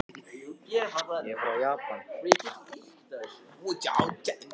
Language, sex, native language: Icelandic, other, Japanese